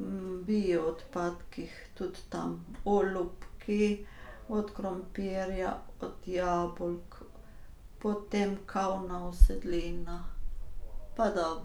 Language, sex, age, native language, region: Slovenian, female, 50-59, Slovenian, Carinthia region